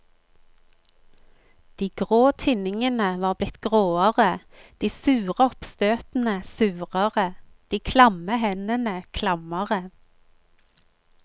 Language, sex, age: Norwegian, female, 45